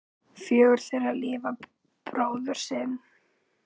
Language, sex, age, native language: Icelandic, female, 9, Icelandic